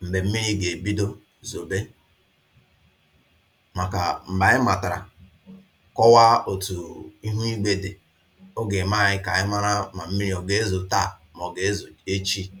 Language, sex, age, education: Igbo, male, 30-45, tertiary